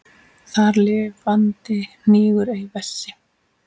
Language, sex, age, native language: Icelandic, female, 8, Icelandic